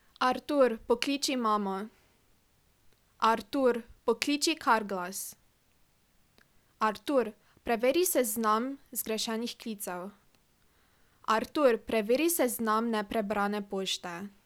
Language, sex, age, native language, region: Slovenian, female, 18-29, Slovenian, Drava region